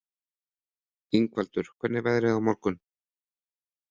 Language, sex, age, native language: Icelandic, male, 30-39, Icelandic